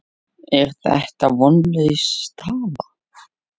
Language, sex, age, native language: Icelandic, male, 8, Icelandic